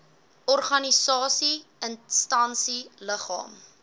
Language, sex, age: Afrikaans, female, 18